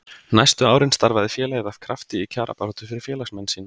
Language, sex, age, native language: Icelandic, male, 30-39, Icelandic